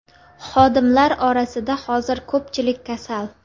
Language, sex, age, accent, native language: Uzbek, female, 19-29, Namangan, Uzbek